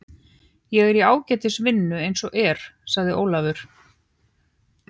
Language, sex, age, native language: Icelandic, female, 30-39, Icelandic